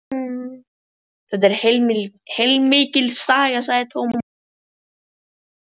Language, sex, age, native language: Icelandic, female, 12, Icelandic